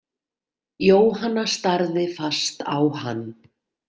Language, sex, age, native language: Icelandic, female, 40-49, Icelandic